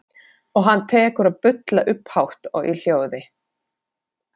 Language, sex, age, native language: Icelandic, female, 40-49, Finnish